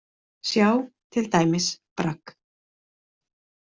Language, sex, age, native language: Icelandic, female, 40-49, Icelandic